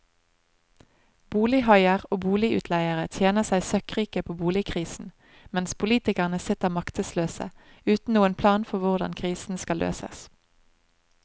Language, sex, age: Norwegian, female, 25